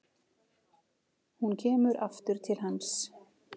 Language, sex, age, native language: Icelandic, female, 40-49, Icelandic